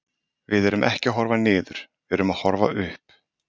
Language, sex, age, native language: Icelandic, male, 30-39, Icelandic